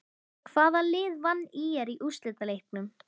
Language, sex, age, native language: Icelandic, female, 13, Icelandic